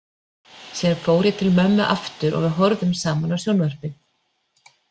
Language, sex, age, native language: Icelandic, female, 40-49, Icelandic